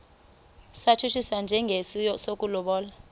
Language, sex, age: Xhosa, female, 33